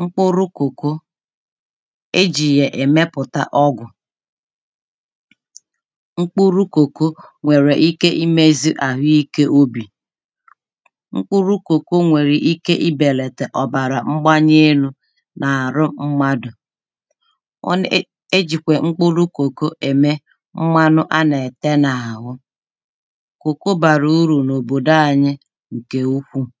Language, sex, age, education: Igbo, female, 30-45, tertiary